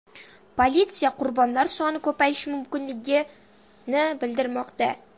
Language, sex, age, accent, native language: Uzbek, female, 12-17, Samarqand, Uzbek